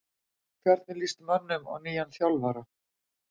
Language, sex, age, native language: Icelandic, female, 50-59, Icelandic